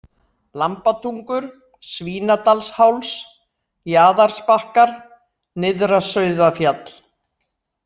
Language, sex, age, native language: Icelandic, female, 60-69, Icelandic